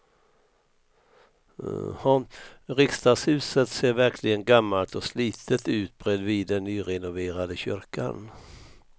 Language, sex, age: Swedish, male, 64